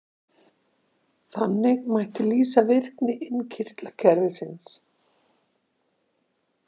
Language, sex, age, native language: Icelandic, female, 60-69, Icelandic